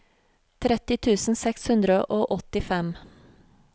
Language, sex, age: Norwegian, female, 40